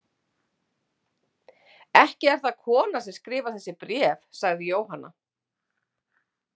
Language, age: Icelandic, 50-59